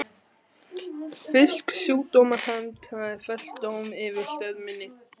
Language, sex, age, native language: Icelandic, male, 11, Icelandic